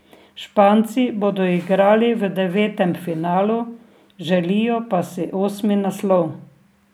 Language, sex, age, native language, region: Slovenian, female, 60+, Slovenian, Drava region